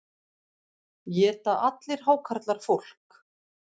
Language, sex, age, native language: Icelandic, female, 50-59, Icelandic